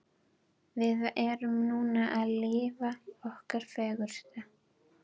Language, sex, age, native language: Icelandic, female, 12, Icelandic